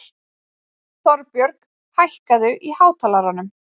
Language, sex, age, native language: Icelandic, female, 20-29, Icelandic